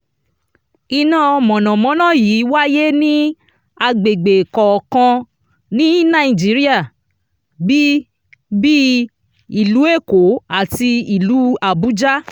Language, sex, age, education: Yoruba, female, 30-45, tertiary